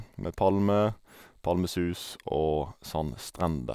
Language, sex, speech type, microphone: Norwegian, male, spontaneous, Sennheiser